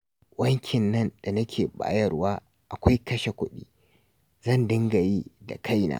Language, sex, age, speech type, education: Hausa, male, 46-60, read, tertiary